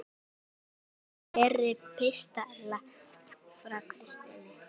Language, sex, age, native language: Icelandic, female, 9, Icelandic